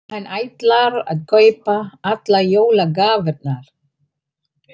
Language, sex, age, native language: Icelandic, female, 40-49, Icelandic